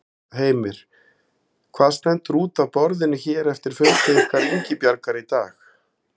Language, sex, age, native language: Icelandic, male, 50-59, Icelandic